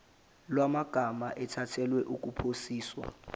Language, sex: Zulu, male